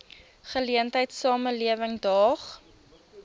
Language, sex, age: Afrikaans, female, 23